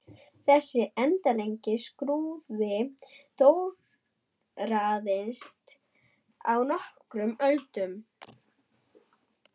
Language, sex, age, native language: Icelandic, female, 11, German